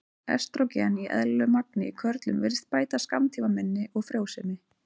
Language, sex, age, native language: Icelandic, female, 30-39, Icelandic